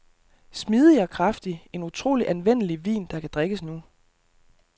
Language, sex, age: Danish, male, 32